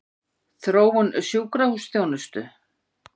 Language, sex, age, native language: Icelandic, female, 50-59, Icelandic